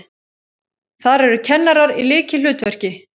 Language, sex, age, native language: Icelandic, female, 30-39, Icelandic